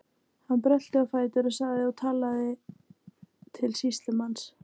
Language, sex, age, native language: Icelandic, female, 18-19, Icelandic